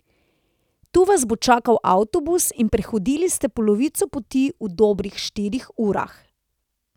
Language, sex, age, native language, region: Slovenian, female, 30-49, Slovenian, Central Slovenia